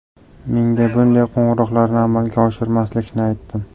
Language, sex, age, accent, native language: Uzbek, male, 18-24, Navoiy, Uzbek